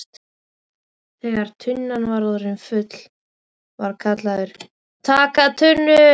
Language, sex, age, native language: Icelandic, female, 13, Icelandic